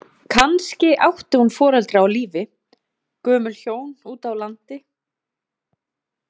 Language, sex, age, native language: Icelandic, female, 30-39, Icelandic